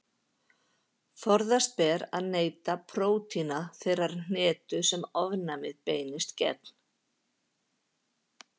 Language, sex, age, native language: Icelandic, female, 50-59, Icelandic